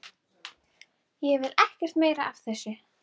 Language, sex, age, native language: Icelandic, female, 12, Icelandic